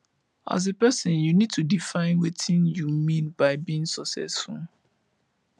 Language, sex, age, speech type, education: Nigerian Pidgin, male, 15-29, spontaneous, tertiary